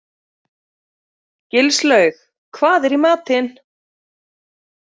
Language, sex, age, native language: Icelandic, female, 40-49, Icelandic